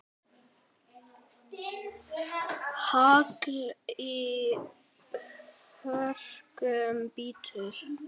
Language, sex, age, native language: Icelandic, male, 9, Icelandic